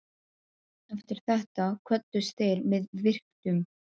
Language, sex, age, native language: Icelandic, female, 12, Icelandic